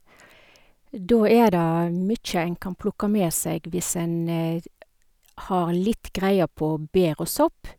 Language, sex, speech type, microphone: Norwegian, female, spontaneous, Sennheiser